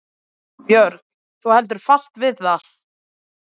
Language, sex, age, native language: Icelandic, female, 20-29, Icelandic